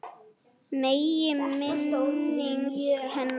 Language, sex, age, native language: Icelandic, female, 8, Icelandic